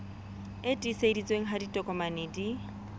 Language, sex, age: Southern Sotho, female, 25